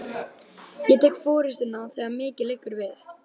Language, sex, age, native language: Icelandic, female, 12, Icelandic